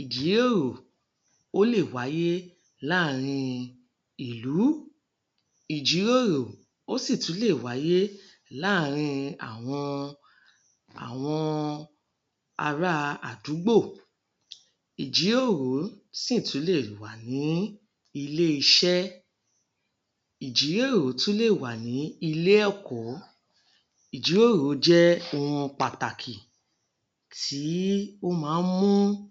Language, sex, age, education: Yoruba, female, 30-45, tertiary